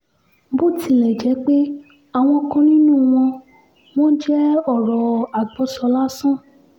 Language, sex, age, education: Yoruba, female, 15-29, tertiary